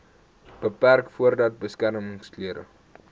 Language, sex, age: Afrikaans, male, 18